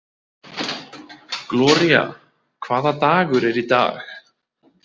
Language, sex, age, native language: Icelandic, male, 30-39, Icelandic